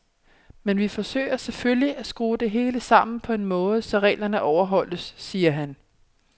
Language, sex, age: Danish, female, 27